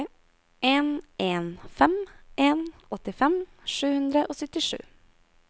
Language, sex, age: Norwegian, female, 22